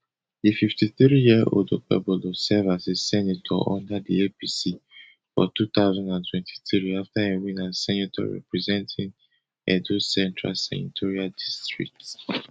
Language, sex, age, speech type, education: Nigerian Pidgin, male, 15-29, spontaneous, tertiary